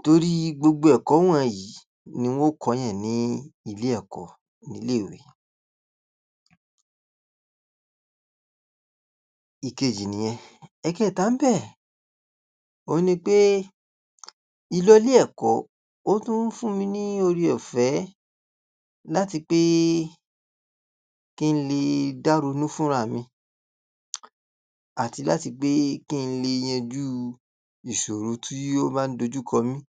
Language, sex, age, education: Yoruba, male, 46-60, tertiary